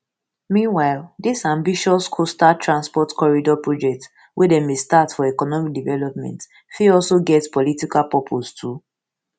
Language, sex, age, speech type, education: Nigerian Pidgin, female, 15-29, spontaneous, tertiary